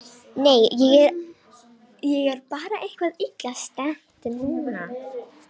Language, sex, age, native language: Icelandic, female, 18-19, Romanian